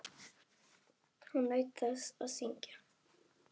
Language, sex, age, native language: Icelandic, female, 10, Icelandic